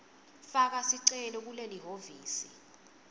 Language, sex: Swati, female